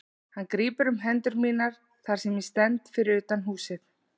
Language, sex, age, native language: Icelandic, female, 40-49, Icelandic